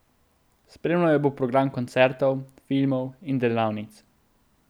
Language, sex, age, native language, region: Slovenian, male, 18-29, Slovenian, Central Slovenia